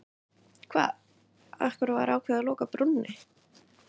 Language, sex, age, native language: Icelandic, other, 20-29, Icelandic